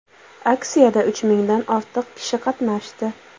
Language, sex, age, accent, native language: Uzbek, female, 25-34, Andijon, Uzbek